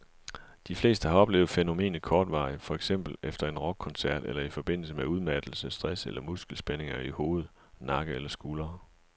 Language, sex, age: Danish, male, 37